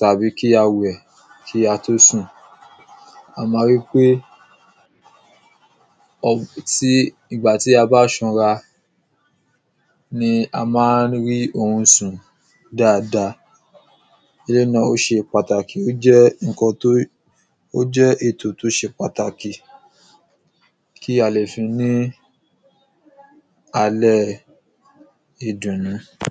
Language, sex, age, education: Yoruba, male, 15-29, secondary